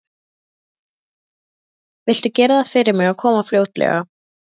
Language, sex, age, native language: Icelandic, female, 12, Icelandic